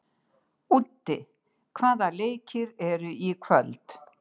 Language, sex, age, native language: Icelandic, female, 60-69, Icelandic